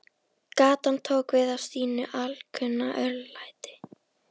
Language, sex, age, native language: Icelandic, female, 13, Icelandic